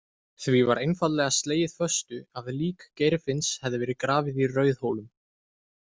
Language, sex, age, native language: Icelandic, male, 20-29, Icelandic